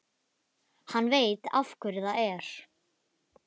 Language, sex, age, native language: Icelandic, female, 11, Icelandic